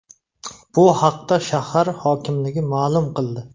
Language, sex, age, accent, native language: Uzbek, male, 35+, Navoiy, Uzbek